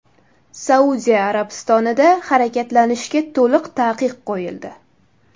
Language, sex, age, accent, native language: Uzbek, female, 18-24, Toshkent shahri, Uzbek